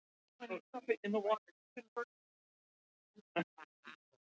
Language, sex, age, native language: Icelandic, male, 20-29, English